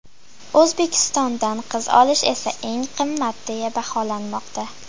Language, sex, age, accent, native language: Uzbek, female, 12-17, Farg'ona, Uzbek